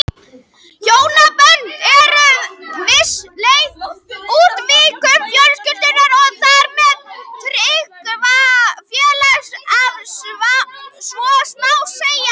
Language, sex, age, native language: Icelandic, female, 18-19, Icelandic